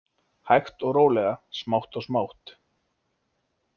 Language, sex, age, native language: Icelandic, male, 20-29, Icelandic